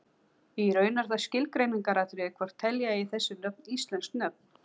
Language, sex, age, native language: Icelandic, female, 40-49, Icelandic